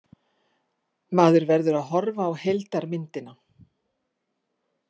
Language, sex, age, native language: Icelandic, female, 50-59, Icelandic